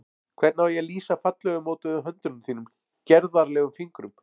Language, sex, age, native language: Icelandic, male, 40-49, Icelandic